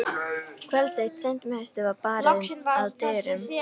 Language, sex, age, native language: Icelandic, female, 13, Icelandic